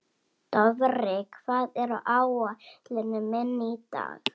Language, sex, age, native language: Icelandic, female, 11, Icelandic